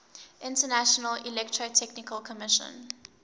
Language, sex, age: English, female, 19